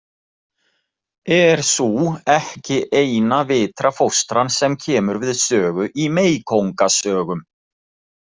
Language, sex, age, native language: Icelandic, male, 40-49, Icelandic